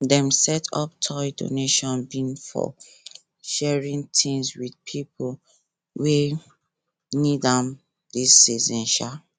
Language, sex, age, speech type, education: Nigerian Pidgin, female, 15-29, spontaneous, tertiary